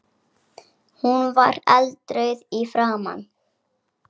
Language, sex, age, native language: Icelandic, female, 7, Icelandic